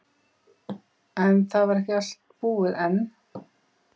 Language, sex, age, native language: Icelandic, female, 50-59, Icelandic